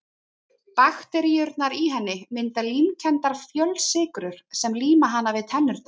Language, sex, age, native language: Icelandic, female, 30-39, Icelandic